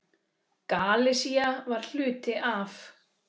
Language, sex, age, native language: Icelandic, male, 6, Icelandic